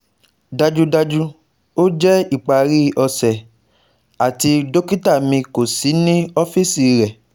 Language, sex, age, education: Yoruba, male, 15-29, tertiary